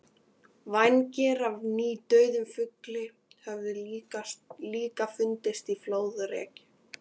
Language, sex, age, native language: Icelandic, female, 13, Icelandic